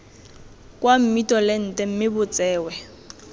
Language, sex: Tswana, female